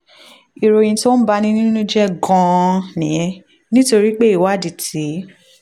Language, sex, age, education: Yoruba, female, 15-29, tertiary